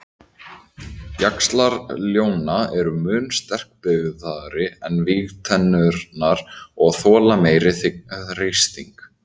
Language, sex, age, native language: Icelandic, male, 18-19, Icelandic